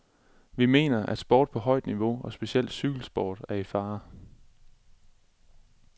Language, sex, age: Danish, male, 27